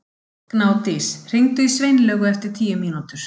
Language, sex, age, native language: Icelandic, female, 50-59, Icelandic